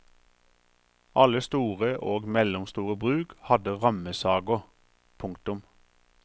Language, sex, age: Norwegian, male, 43